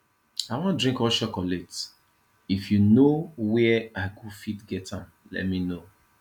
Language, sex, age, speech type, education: Nigerian Pidgin, male, 30-45, spontaneous, tertiary